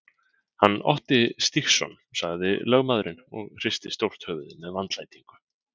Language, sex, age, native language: Icelandic, male, 20-29, Icelandic